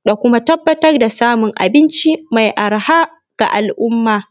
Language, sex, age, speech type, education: Hausa, female, 15-29, spontaneous, tertiary